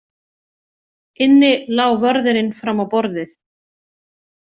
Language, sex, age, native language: Icelandic, female, 40-49, Icelandic